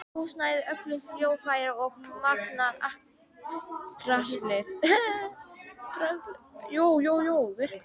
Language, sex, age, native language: Icelandic, female, 12, Icelandic